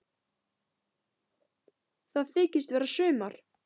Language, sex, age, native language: Icelandic, female, 10, Icelandic